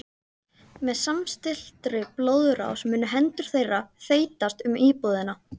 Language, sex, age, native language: Icelandic, female, 13, Icelandic